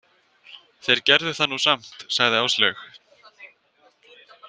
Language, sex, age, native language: Icelandic, female, 18-19, Icelandic